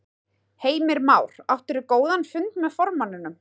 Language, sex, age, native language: Icelandic, female, 30-39, Icelandic